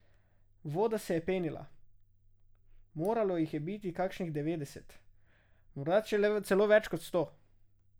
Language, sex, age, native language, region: Slovenian, male, 18-29, Slovenian, Drava region